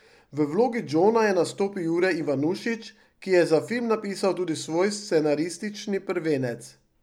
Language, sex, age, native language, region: Slovenian, male, 50-59, Slovenian, Drava region